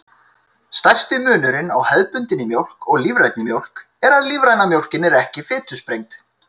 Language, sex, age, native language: Icelandic, male, 30-39, Icelandic